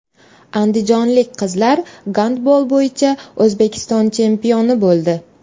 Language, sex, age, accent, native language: Uzbek, female, 18-24, Toshkent shahri, Uzbek